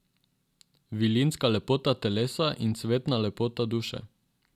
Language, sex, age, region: Slovenian, male, 18-29, Drava region